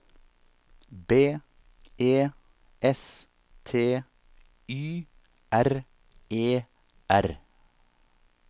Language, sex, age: Norwegian, male, 47